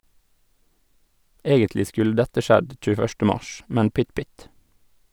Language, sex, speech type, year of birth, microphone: Norwegian, male, read, 1986, Sennheiser